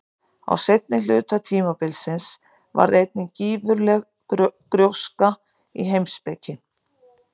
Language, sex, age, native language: Icelandic, female, 50-59, Icelandic